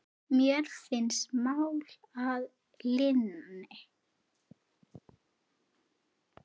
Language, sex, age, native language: Icelandic, female, 8, Icelandic